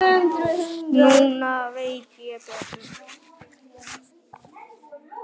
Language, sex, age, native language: Icelandic, male, 9, Icelandic